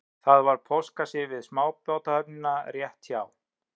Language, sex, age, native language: Icelandic, male, 30-39, Icelandic